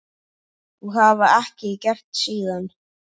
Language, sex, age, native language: Icelandic, male, 8, Icelandic